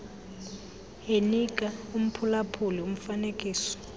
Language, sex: Xhosa, female